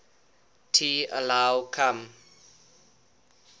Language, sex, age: English, male, 21